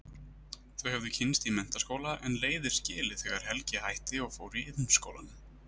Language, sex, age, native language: Icelandic, male, 30-39, Icelandic